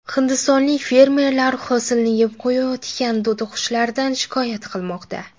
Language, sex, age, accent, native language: Uzbek, female, under 19, Jizzax, Uzbek